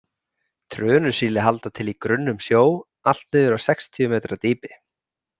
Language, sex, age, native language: Icelandic, male, 30-39, Icelandic